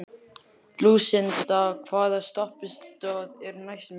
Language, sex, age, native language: Icelandic, male, 11, Icelandic